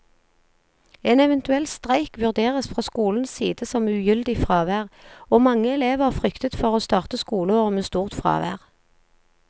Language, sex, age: Norwegian, female, 40